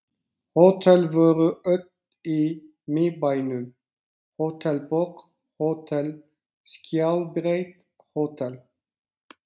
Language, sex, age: Icelandic, male, 40-49